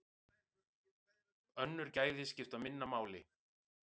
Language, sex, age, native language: Icelandic, male, 40-49, Icelandic